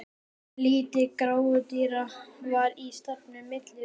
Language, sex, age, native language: Icelandic, male, 12, Icelandic